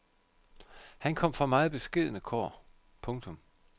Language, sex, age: Danish, male, 51